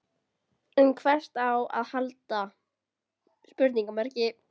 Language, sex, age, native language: Icelandic, female, 10, Icelandic